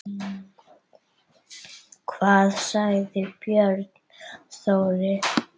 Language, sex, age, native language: Icelandic, female, 8, Icelandic